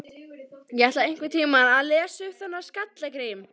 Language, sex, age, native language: Icelandic, female, 13, Icelandic